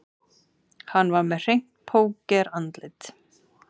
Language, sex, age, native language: Icelandic, male, 30-39, Icelandic